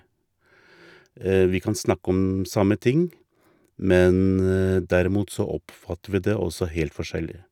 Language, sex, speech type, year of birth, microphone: Norwegian, male, spontaneous, 1958, Shure